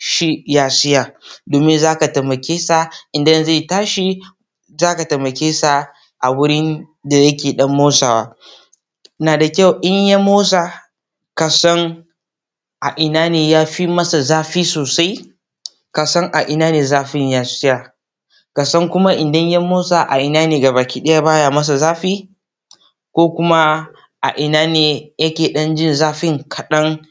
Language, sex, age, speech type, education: Hausa, male, 15-29, spontaneous, tertiary